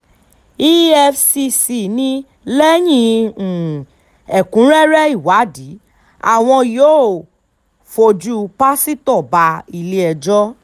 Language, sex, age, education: Yoruba, female, 15-29, tertiary